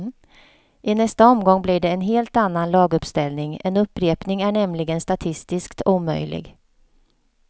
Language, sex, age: Swedish, female, 48